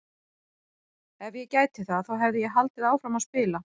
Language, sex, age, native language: Icelandic, female, 40-49, Icelandic